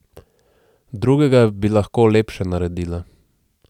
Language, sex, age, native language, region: Slovenian, male, 18-29, Slovenian, Central Slovenia